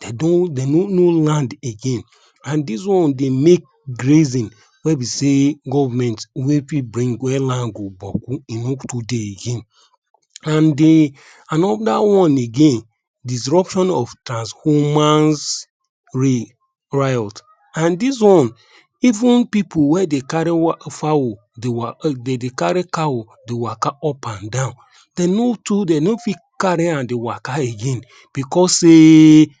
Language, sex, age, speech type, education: Nigerian Pidgin, male, 30-45, spontaneous, tertiary